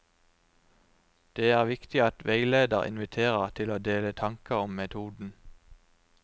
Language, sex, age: Norwegian, male, 29